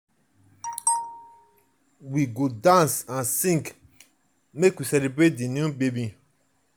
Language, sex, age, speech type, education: Nigerian Pidgin, male, 30-45, spontaneous, tertiary